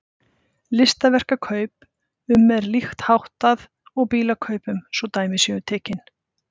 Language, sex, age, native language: Icelandic, female, 50-59, Icelandic